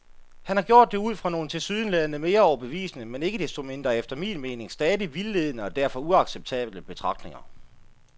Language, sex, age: Danish, male, 33